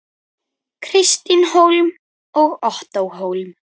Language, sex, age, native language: Icelandic, female, 9, Icelandic